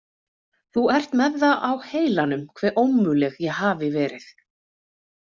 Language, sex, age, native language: Icelandic, female, 40-49, Icelandic